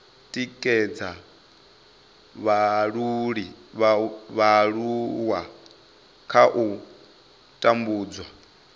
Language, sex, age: Venda, male, 25